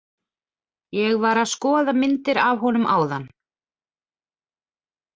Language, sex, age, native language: Icelandic, female, 40-49, Icelandic